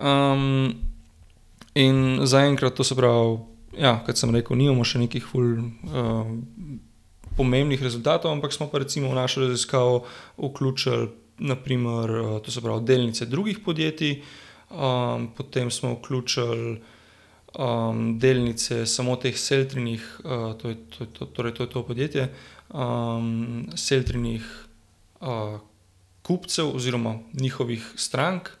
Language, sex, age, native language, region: Slovenian, male, 18-29, Slovenian, Gorenjska region